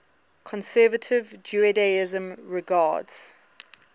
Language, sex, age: English, female, 19